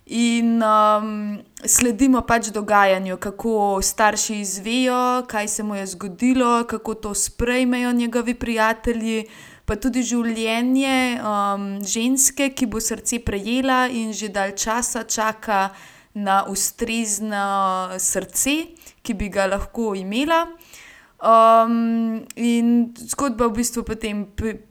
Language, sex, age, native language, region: Slovenian, female, 18-29, Slovenian, Gorenjska region